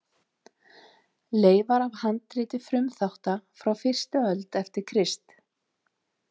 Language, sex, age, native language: Icelandic, female, 30-39, Icelandic